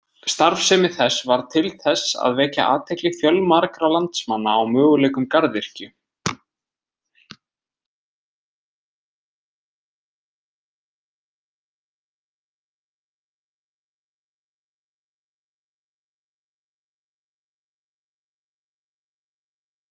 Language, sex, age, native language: Icelandic, male, 20-29, Icelandic